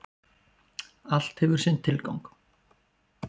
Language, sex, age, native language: Icelandic, male, 40-49, Icelandic